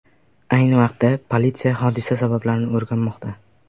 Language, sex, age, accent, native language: Uzbek, male, 18-24, Sirdaryo, Uzbek